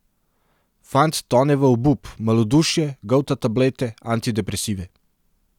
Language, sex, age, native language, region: Slovenian, male, 30-49, Serbian, Central Slovenia